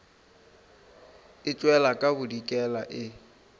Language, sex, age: Northern Sotho, female, 26